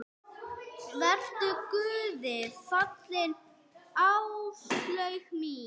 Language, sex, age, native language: Icelandic, female, 6, Icelandic